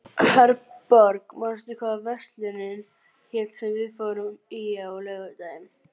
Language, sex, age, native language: Icelandic, female, 12, Icelandic